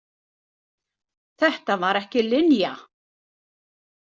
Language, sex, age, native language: Icelandic, female, 60-69, Icelandic